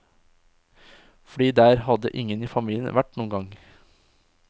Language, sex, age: Norwegian, male, 20